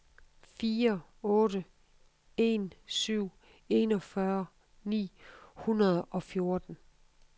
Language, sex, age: Danish, female, 52